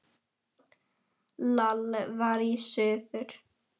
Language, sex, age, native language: Icelandic, female, 10, Icelandic